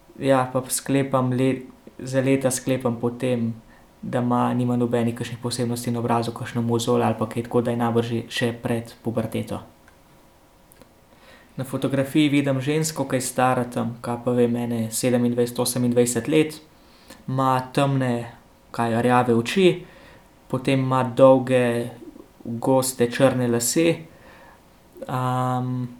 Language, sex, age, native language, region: Slovenian, male, 18-29, Slovenian, Central Slovenia